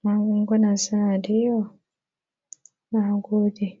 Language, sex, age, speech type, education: Hausa, female, 15-29, spontaneous, primary